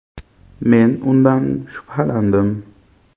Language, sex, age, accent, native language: Uzbek, male, 25-34, Xorazm, Uzbek